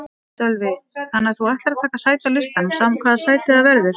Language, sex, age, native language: Icelandic, female, 40-49, Icelandic